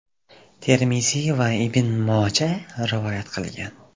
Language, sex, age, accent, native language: Uzbek, male, 18-24, Jizzax, Uzbek